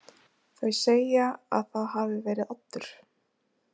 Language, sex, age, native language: Icelandic, female, 20-29, Icelandic